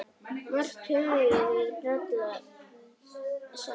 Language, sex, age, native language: Icelandic, male, 9, Icelandic